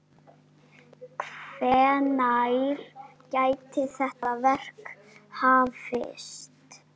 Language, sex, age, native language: Icelandic, female, 9, Icelandic